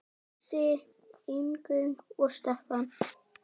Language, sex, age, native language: Icelandic, female, 9, Icelandic